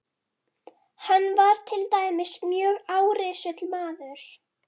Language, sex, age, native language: Icelandic, female, 12, Icelandic